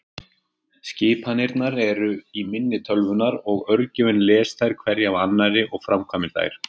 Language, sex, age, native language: Icelandic, male, 40-49, Icelandic